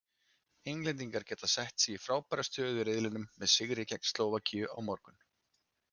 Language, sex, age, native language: Icelandic, male, 30-39, Icelandic